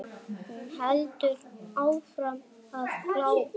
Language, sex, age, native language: Icelandic, male, 7, Icelandic